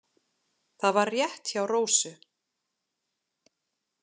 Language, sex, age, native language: Icelandic, female, 40-49, Icelandic